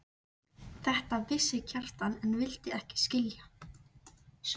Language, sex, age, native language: Icelandic, female, 13, Icelandic